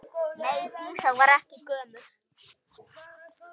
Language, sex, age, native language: Icelandic, male, 9, Icelandic